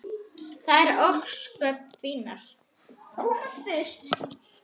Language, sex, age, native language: Icelandic, female, 9, Icelandic